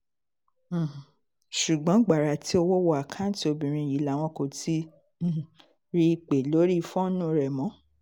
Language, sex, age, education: Yoruba, female, 30-45, tertiary